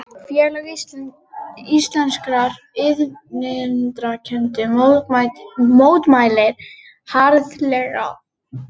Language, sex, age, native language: Icelandic, female, 30-39, Icelandic